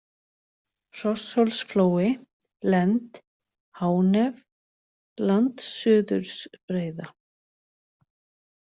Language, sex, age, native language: Icelandic, female, 40-49, Icelandic